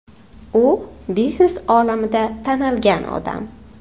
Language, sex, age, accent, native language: Uzbek, female, 18-24, Toshkent shahri, Uzbek